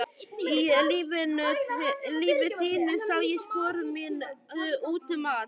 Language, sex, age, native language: Icelandic, male, 11, Icelandic